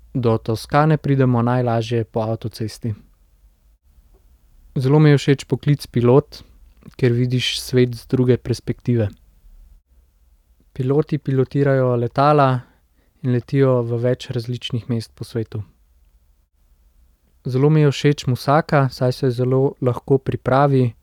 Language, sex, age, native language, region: Slovenian, male, 18-29, Slovenian, Central Slovenia